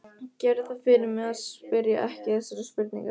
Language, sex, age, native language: Icelandic, female, 15, Icelandic